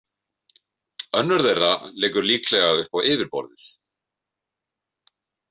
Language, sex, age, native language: Icelandic, male, 50-59, Icelandic